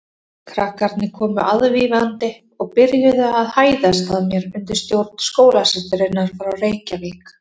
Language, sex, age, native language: Icelandic, female, 30-39, Icelandic